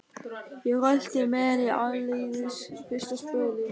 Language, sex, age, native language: Icelandic, male, 13, German